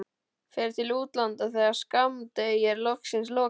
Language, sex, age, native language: Icelandic, male, 12, Icelandic